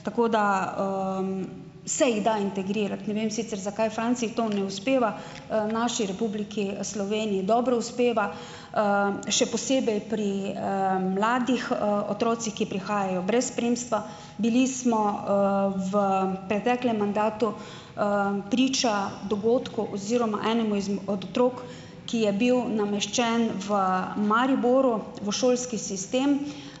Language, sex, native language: Slovenian, female, Slovenian